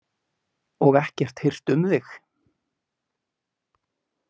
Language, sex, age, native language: Icelandic, male, 20-29, Icelandic